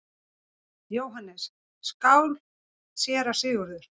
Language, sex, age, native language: Icelandic, female, 40-49, Icelandic